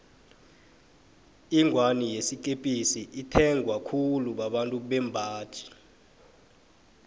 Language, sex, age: South Ndebele, male, 23